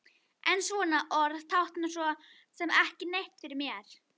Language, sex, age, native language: Icelandic, female, 11, Icelandic